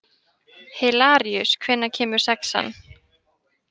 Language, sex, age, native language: Icelandic, female, 18-19, Icelandic